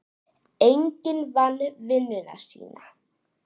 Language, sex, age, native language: Icelandic, female, 8, Icelandic